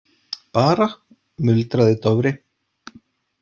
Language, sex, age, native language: Icelandic, male, 40-49, Icelandic